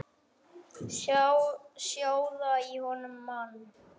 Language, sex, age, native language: Icelandic, male, 10, Icelandic